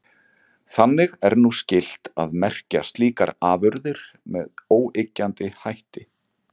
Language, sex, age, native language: Icelandic, male, 40-49, Icelandic